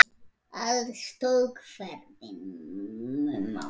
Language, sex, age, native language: Icelandic, male, 10, Icelandic